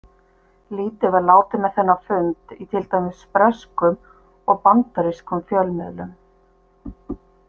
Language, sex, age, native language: Icelandic, female, 50-59, Icelandic